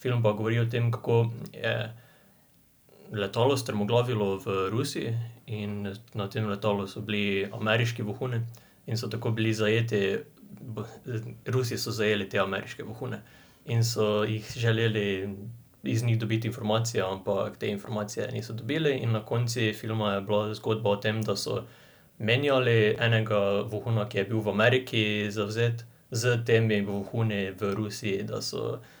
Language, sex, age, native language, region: Slovenian, male, 18-29, Slovenian, Drava region